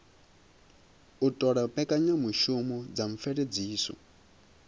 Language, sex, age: Venda, male, 22